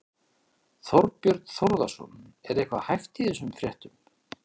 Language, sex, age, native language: Icelandic, male, 40-49, Icelandic